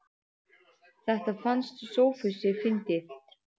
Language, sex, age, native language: Icelandic, female, 8, Icelandic